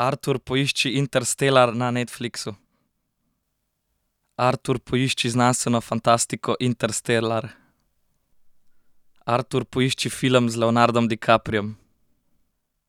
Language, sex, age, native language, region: Slovenian, male, 18-29, Slovenian, Central Slovenia